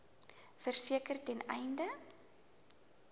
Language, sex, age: Afrikaans, female, 19